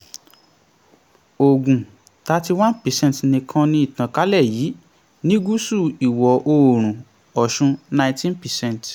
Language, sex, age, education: Yoruba, male, 15-29, tertiary